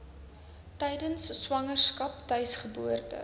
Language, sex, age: Afrikaans, female, 19